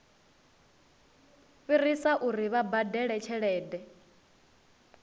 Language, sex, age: Venda, female, 19